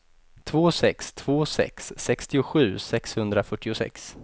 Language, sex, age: Swedish, male, 28